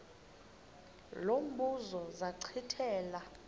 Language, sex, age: Xhosa, female, 23